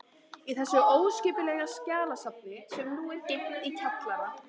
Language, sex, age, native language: Icelandic, female, 14, Icelandic